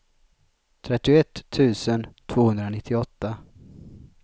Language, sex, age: Swedish, male, 33